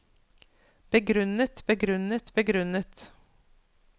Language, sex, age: Norwegian, female, 42